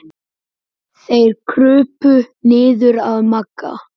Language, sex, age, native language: Icelandic, male, 9, Icelandic